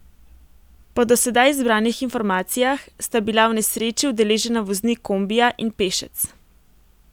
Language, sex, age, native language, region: Slovenian, female, 18-29, Slovenian, Primorsko-notranjska region